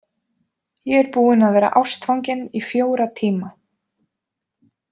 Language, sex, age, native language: Icelandic, female, 20-29, Icelandic